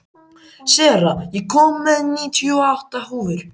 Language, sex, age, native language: Icelandic, male, 14, Icelandic